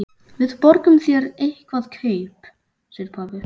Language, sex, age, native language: Icelandic, male, 11, Icelandic